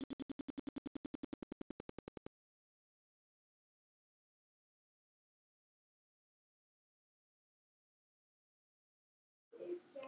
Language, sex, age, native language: Icelandic, male, 9, Icelandic